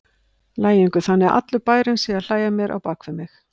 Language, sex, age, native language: Icelandic, female, 50-59, Icelandic